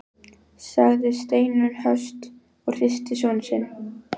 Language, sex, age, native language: Icelandic, female, 12, Icelandic